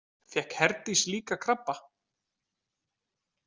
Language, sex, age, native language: Icelandic, male, 20-29, Icelandic